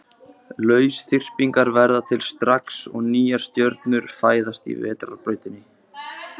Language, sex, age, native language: Icelandic, male, 20-29, Icelandic